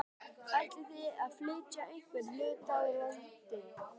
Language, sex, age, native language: Icelandic, male, 12, Icelandic